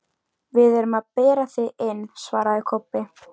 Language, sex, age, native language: Icelandic, female, 13, Icelandic